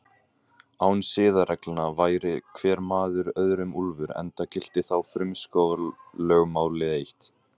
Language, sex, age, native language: Icelandic, male, 18-19, Icelandic